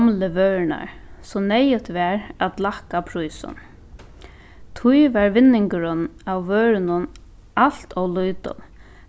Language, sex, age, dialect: Faroese, female, 15-35, Suðuroy